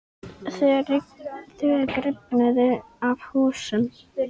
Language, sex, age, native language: Icelandic, female, 10, Icelandic